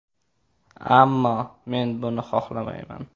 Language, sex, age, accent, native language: Uzbek, male, 18-24, Toshkent viloyati, Uzbek